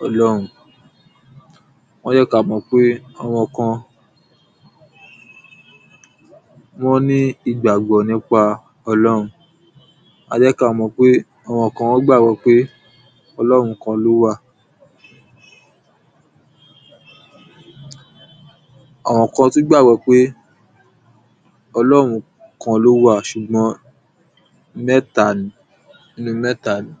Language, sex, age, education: Yoruba, male, 15-29, secondary